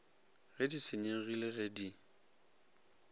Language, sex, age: Northern Sotho, male, 22